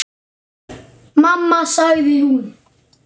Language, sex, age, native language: Icelandic, male, 9, Icelandic